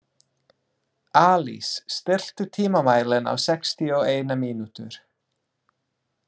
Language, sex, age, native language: Icelandic, male, 30-39, English